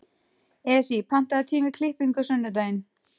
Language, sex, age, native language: Icelandic, female, 30-39, Icelandic